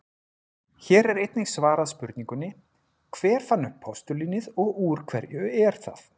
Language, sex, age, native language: Icelandic, male, 40-49, Icelandic